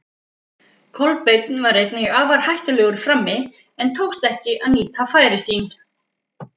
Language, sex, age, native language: Icelandic, female, 50-59, Icelandic